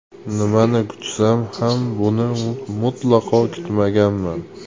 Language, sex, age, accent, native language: Uzbek, male, 18-24, Andijon, Uzbek